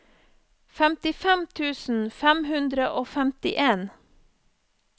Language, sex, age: Norwegian, female, 34